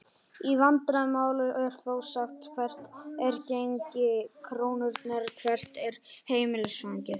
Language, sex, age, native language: Icelandic, male, 18-19, Icelandic